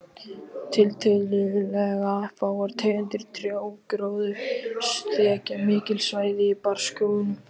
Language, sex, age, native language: Icelandic, other, 18-19, Icelandic